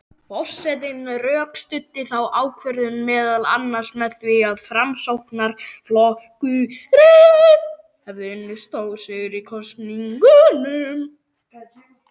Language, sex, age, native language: Icelandic, male, 18-19, Icelandic